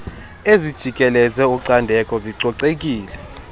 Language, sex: Xhosa, male